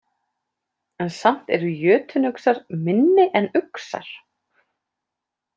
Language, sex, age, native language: Icelandic, female, 30-39, Icelandic